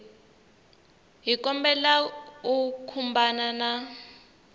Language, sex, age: Tsonga, female, 19